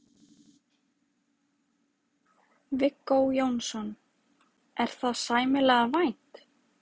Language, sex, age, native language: Icelandic, female, 20-29, Icelandic